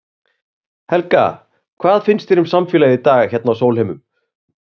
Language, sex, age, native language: Icelandic, male, 30-39, Icelandic